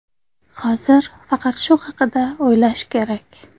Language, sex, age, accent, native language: Uzbek, female, 25-34, Qashqadaryo, Uzbek